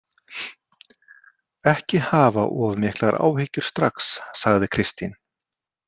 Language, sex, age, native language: Icelandic, male, 50-59, Icelandic